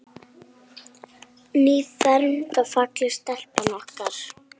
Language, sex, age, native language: Icelandic, female, 7, Icelandic